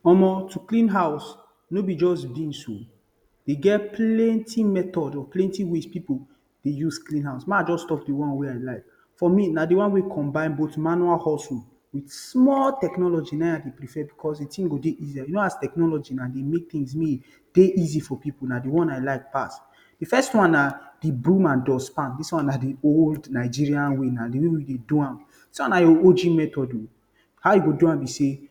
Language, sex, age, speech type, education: Nigerian Pidgin, male, 15-29, spontaneous, tertiary